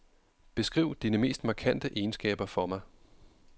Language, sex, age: Danish, male, 31